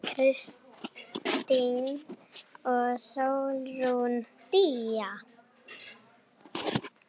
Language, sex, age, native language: Icelandic, female, 8, Icelandic